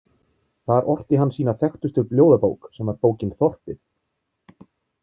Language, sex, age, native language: Icelandic, male, 30-39, Icelandic